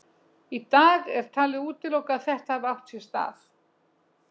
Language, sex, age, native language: Icelandic, female, 60-69, Icelandic